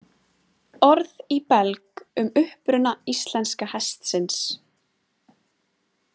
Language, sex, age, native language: Icelandic, female, 20-29, Icelandic